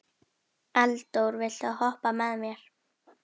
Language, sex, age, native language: Icelandic, female, 11, Icelandic